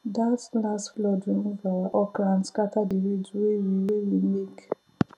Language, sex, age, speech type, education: Nigerian Pidgin, female, 15-29, spontaneous, tertiary